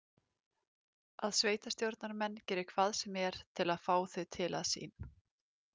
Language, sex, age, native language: Icelandic, female, 30-39, Icelandic